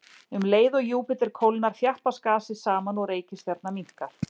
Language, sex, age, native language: Icelandic, female, 40-49, Icelandic